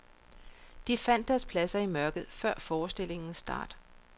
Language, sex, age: Danish, female, 42